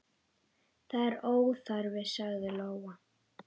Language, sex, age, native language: Icelandic, female, 8, Icelandic